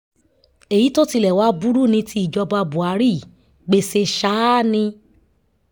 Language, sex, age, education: Yoruba, female, 30-45, tertiary